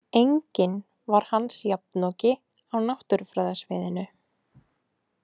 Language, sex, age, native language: Icelandic, female, 18-19, Icelandic